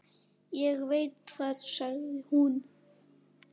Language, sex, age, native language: Icelandic, male, 8, Icelandic